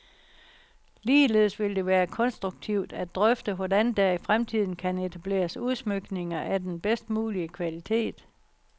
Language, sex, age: Danish, female, 60